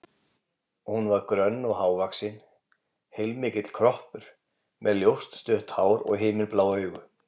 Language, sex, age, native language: Icelandic, male, 40-49, Icelandic